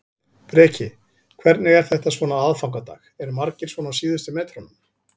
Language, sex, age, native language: Icelandic, male, 40-49, Icelandic